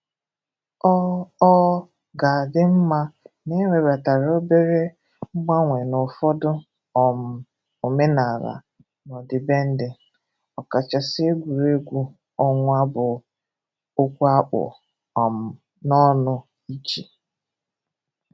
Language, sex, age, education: Igbo, female, 15-29, tertiary